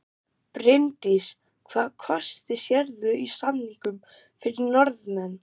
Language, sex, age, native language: Icelandic, male, 12, German